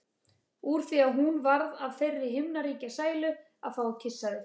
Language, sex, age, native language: Icelandic, female, 30-39, Icelandic